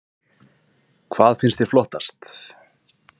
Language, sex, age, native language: Icelandic, male, 20-29, Icelandic